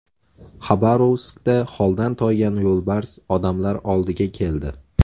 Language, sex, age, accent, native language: Uzbek, male, 18-24, Namangan, Uzbek